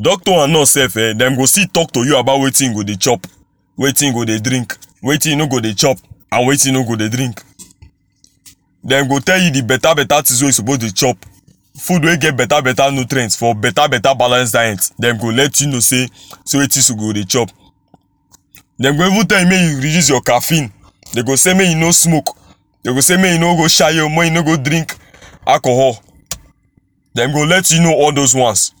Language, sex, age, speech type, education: Nigerian Pidgin, male, 15-29, spontaneous, tertiary